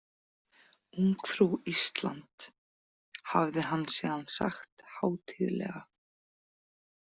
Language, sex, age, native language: Icelandic, female, 40-49, Icelandic